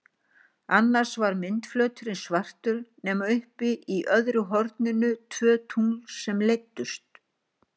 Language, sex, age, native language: Icelandic, female, 60-69, Icelandic